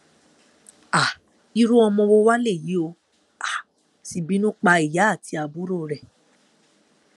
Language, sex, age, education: Yoruba, female, 15-29, tertiary